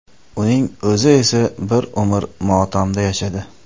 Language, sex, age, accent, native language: Uzbek, male, 25-34, Namangan, Uzbek